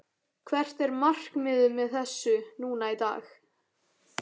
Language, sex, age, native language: Icelandic, male, 13, Icelandic